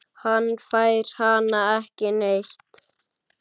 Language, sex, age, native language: Icelandic, male, 9, Icelandic